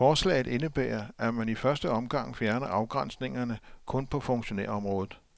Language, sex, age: Danish, male, 57